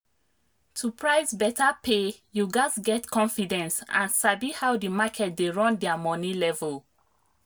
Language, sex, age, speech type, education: Nigerian Pidgin, female, 30-45, spontaneous, tertiary